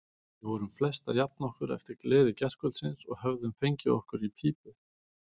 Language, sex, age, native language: Icelandic, male, 40-49, Icelandic